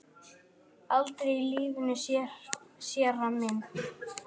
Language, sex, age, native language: Icelandic, female, 10, Icelandic